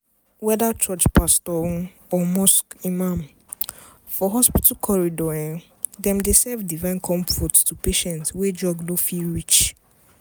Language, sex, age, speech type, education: Nigerian Pidgin, female, 15-29, spontaneous, tertiary